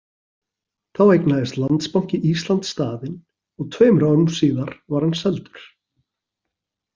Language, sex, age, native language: Icelandic, male, 40-49, Icelandic